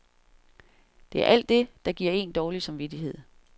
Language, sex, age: Danish, female, 47